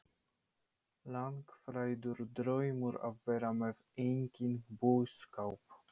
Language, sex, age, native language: Icelandic, male, 30-39, Polish